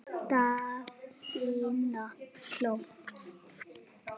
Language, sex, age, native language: Icelandic, male, 7, Icelandic